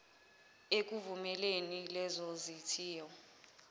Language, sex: Zulu, female